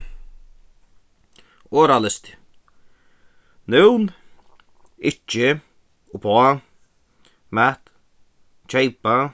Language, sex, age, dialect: Faroese, male, 15-35, Suðuroy